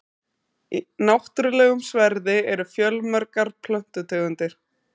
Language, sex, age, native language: Icelandic, female, 30-39, Icelandic